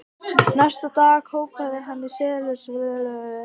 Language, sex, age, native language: Icelandic, female, 18-19, Icelandic